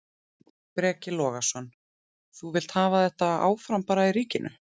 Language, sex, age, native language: Icelandic, female, 30-39, Icelandic